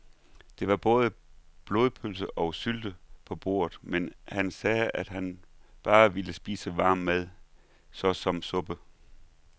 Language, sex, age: Danish, male, 39